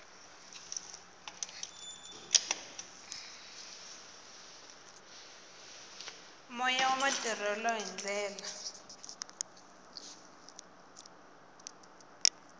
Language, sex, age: Tsonga, female, 18